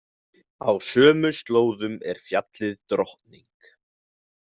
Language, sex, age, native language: Icelandic, male, 20-29, Icelandic